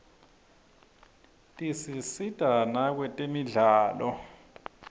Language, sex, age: Swati, male, 26